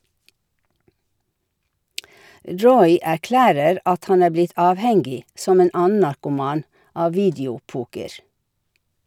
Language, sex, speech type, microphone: Norwegian, female, read, Shure